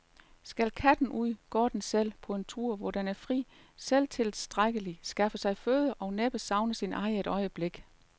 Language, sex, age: Danish, female, 38